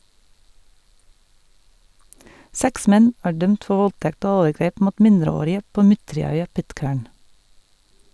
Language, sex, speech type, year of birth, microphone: Norwegian, female, read, 1971, Sennheiser